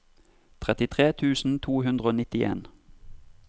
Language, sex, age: Norwegian, male, 32